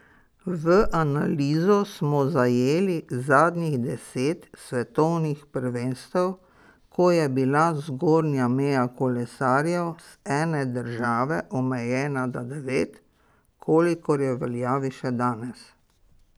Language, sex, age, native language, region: Slovenian, female, 60+, Slovenian, Pomurje region